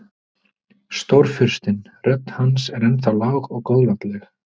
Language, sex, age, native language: Icelandic, male, 30-39, Icelandic